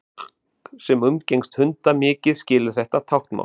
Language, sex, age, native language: Icelandic, male, 40-49, Icelandic